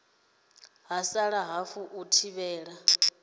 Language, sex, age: Venda, female, 30